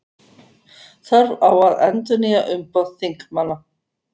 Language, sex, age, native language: Icelandic, female, 50-59, Icelandic